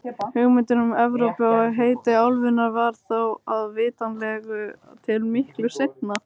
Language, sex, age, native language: Icelandic, female, 18-19, Icelandic